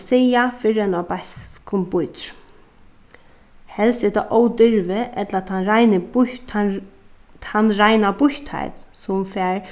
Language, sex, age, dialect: Faroese, female, 36-60, Suðuroy